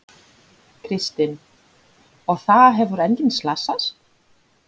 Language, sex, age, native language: Icelandic, female, 30-39, Polish